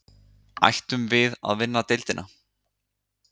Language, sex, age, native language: Icelandic, male, 30-39, Icelandic